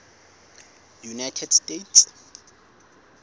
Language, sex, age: Southern Sotho, male, 19